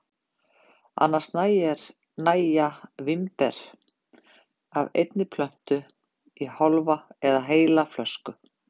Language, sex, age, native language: Icelandic, female, 50-59, Icelandic